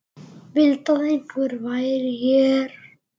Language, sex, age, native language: Icelandic, male, 8, Icelandic